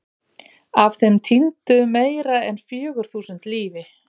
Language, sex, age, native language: Icelandic, female, 40-49, Icelandic